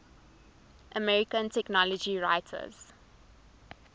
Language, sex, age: English, female, 19